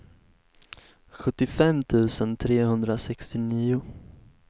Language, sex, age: Swedish, male, 19